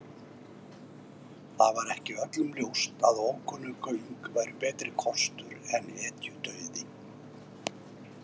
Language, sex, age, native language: Icelandic, male, 50-59, Icelandic